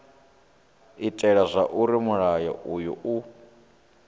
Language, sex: Venda, male